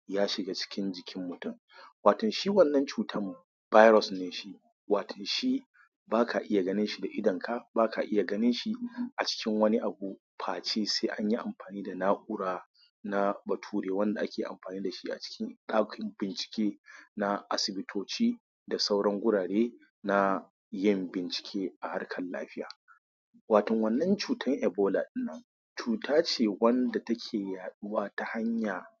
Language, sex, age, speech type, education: Hausa, male, 30-45, spontaneous, tertiary